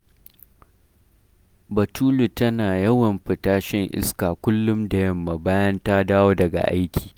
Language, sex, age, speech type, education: Hausa, male, 15-29, read, primary